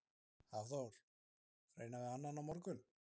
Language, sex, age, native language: Icelandic, male, 20-29, Icelandic